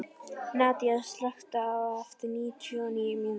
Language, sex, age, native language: Icelandic, female, 11, Icelandic